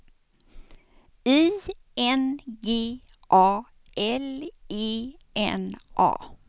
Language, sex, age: Swedish, female, 56